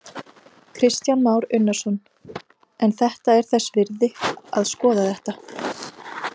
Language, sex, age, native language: Icelandic, female, 30-39, Icelandic